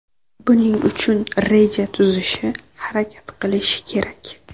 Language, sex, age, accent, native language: Uzbek, female, 18-24, Jizzax, Uzbek